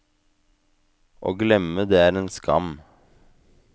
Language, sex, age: Norwegian, male, 25